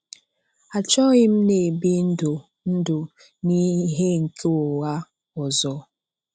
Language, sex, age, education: Igbo, female, 30-45, tertiary